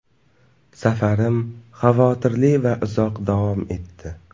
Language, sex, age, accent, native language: Uzbek, male, 18-24, Navoiy, Uzbek